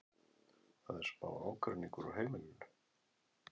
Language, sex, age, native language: Icelandic, male, 11, Icelandic